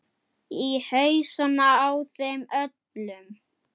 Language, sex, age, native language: Icelandic, male, 8, Icelandic